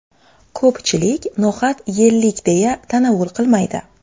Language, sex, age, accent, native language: Uzbek, female, 25-34, Xorazm, Uzbek